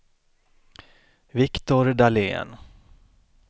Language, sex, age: Swedish, male, 33